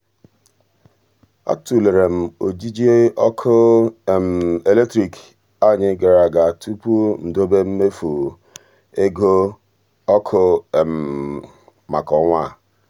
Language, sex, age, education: Igbo, male, 46-60, tertiary